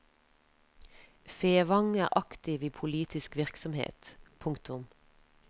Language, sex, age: Norwegian, female, 33